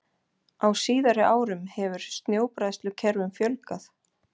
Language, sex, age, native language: Icelandic, female, 40-49, Icelandic